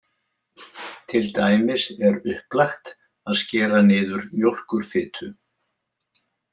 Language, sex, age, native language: Icelandic, male, 70-79, Icelandic